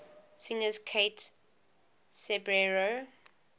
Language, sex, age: English, female, 20